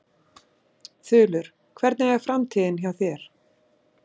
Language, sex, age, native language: Icelandic, female, 60-69, Icelandic